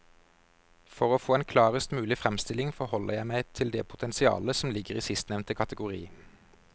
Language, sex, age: Norwegian, male, 32